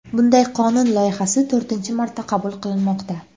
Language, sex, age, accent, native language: Uzbek, female, under 19, Andijon, Uzbek